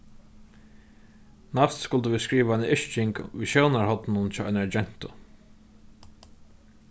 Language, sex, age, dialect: Faroese, male, 15-35, Norðurstreymoy/Eysturoy